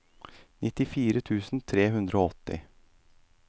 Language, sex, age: Norwegian, male, 38